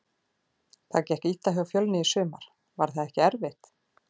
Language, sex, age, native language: Icelandic, female, 40-49, Icelandic